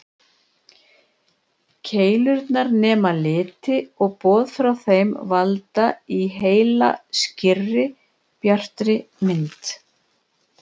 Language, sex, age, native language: Icelandic, female, 60-69, Icelandic